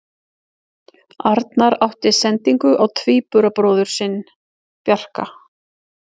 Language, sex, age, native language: Icelandic, female, 40-49, Icelandic